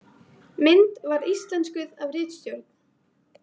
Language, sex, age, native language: Icelandic, female, 18-19, Icelandic